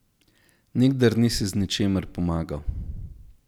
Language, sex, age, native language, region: Slovenian, male, 18-29, Slovenian, Zasavska region